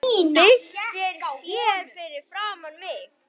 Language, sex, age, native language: Icelandic, male, 9, Icelandic